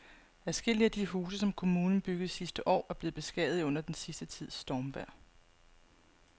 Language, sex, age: Danish, female, 35